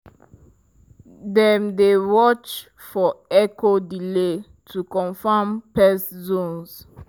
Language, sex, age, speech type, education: Nigerian Pidgin, female, 15-29, spontaneous, tertiary